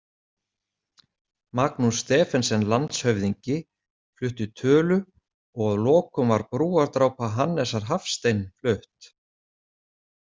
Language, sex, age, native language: Icelandic, male, 40-49, Icelandic